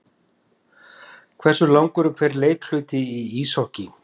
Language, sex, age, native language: Icelandic, male, 50-59, Icelandic